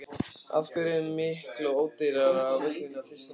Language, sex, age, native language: Icelandic, male, 15, Icelandic